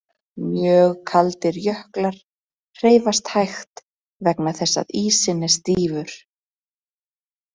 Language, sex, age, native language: Icelandic, female, 30-39, Icelandic